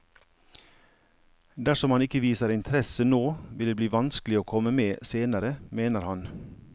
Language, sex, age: Norwegian, male, 55